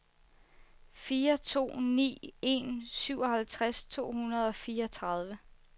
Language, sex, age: Danish, female, 24